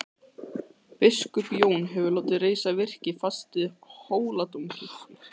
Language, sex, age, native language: Icelandic, male, 13, Icelandic